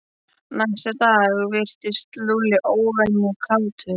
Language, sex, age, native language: Icelandic, male, 12, Icelandic